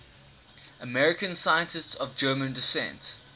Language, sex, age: English, male, 19